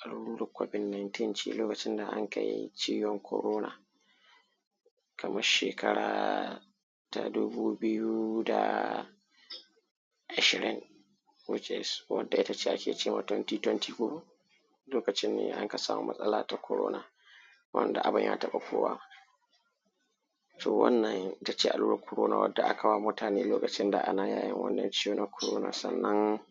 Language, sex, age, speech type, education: Hausa, male, 15-29, spontaneous, primary